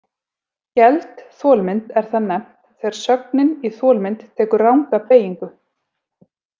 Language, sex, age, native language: Icelandic, female, 40-49, Icelandic